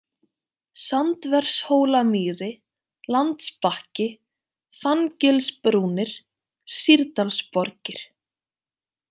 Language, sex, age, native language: Icelandic, female, 20-29, Icelandic